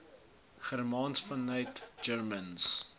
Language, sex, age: Afrikaans, male, 20